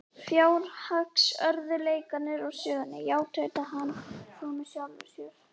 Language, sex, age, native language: Icelandic, female, 11, Icelandic